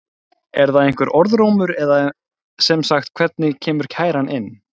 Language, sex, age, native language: Icelandic, male, 20-29, Icelandic